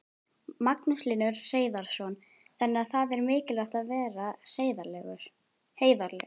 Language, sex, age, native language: Icelandic, female, 12, Icelandic